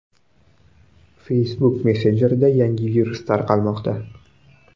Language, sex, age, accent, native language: Uzbek, male, 19-29, Buxoro, Uzbek